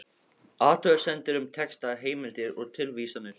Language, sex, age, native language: Icelandic, male, 15, Icelandic